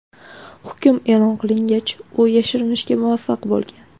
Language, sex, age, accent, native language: Uzbek, female, 19-29, Farg'ona, Uzbek